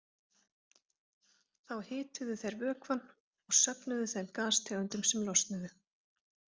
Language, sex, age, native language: Icelandic, female, 30-39, Icelandic